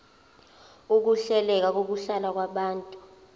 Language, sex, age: Zulu, female, 24